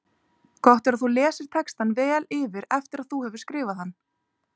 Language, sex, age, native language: Icelandic, female, 30-39, Icelandic